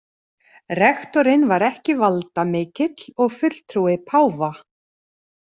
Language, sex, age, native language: Icelandic, female, 40-49, Icelandic